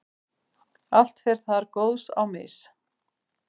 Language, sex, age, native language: Icelandic, female, 50-59, Icelandic